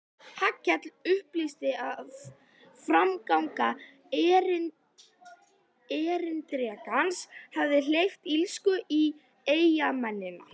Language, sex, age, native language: Icelandic, female, 11, Icelandic